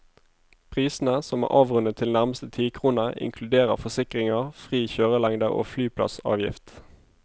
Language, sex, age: Norwegian, male, 25